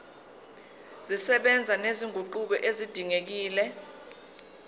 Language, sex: Zulu, female